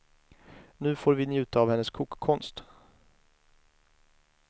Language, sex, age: Swedish, male, 23